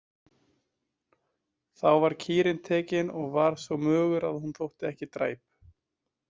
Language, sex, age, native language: Icelandic, male, 20-29, Icelandic